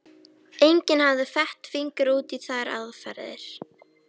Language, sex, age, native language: Icelandic, female, 13, Icelandic